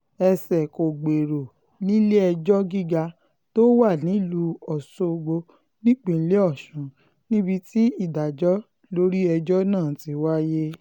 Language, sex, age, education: Yoruba, female, 15-29, tertiary